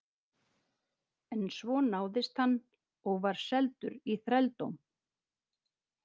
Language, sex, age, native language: Icelandic, female, 50-59, Icelandic